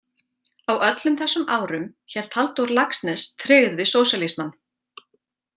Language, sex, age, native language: Icelandic, female, 40-49, Icelandic